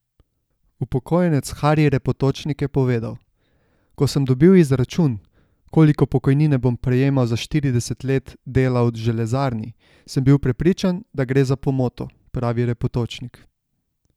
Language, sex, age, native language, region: Slovenian, male, 18-29, Slovenian, Savinja region